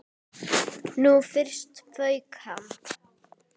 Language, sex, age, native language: Icelandic, female, 10, Icelandic